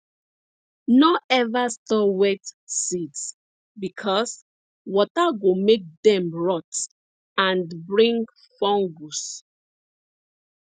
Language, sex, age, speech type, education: Nigerian Pidgin, female, 30-45, spontaneous, tertiary